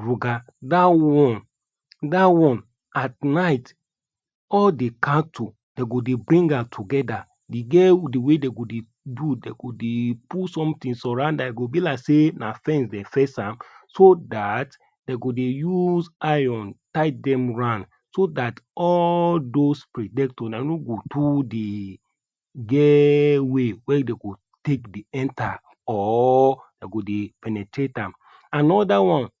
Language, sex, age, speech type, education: Nigerian Pidgin, male, 30-45, spontaneous, tertiary